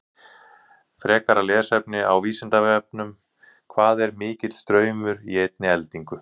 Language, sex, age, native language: Icelandic, male, 40-49, Icelandic